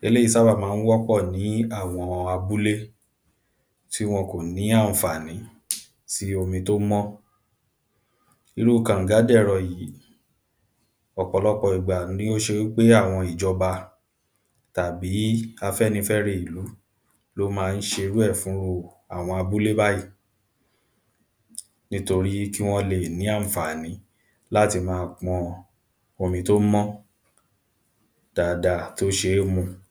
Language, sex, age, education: Yoruba, male, 15-29, primary